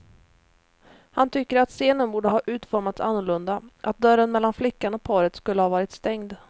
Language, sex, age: Swedish, female, 29